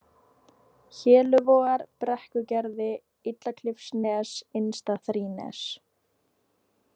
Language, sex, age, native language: Icelandic, female, 18-19, Icelandic